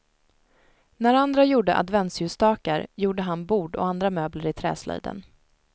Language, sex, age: Swedish, female, 19